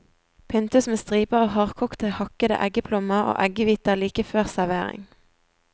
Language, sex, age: Norwegian, female, 20